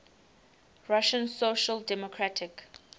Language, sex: English, female